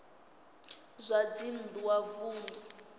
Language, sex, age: Venda, female, 18